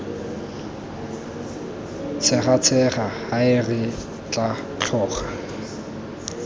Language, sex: Tswana, male